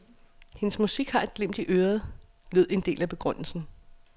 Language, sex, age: Danish, female, 36